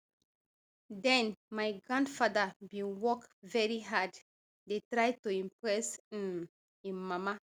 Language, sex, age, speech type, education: Nigerian Pidgin, female, 30-45, spontaneous, tertiary